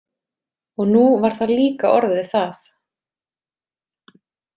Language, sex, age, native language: Icelandic, female, 30-39, Icelandic